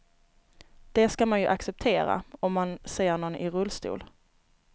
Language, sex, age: Swedish, female, 29